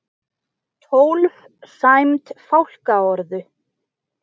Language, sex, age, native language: Icelandic, female, 20-29, Icelandic